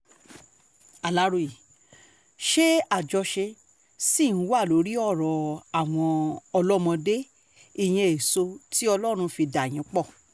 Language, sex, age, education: Yoruba, female, 30-45, tertiary